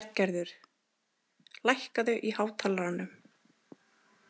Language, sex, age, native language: Icelandic, female, 30-39, Icelandic